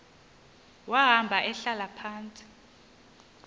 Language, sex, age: Xhosa, female, 30